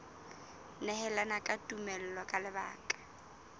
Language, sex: Southern Sotho, female